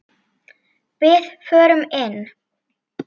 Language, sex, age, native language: Icelandic, female, 8, Icelandic